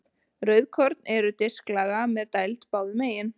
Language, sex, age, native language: Icelandic, female, 20-29, Icelandic